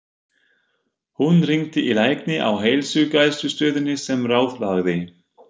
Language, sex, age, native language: Icelandic, male, 50-59, German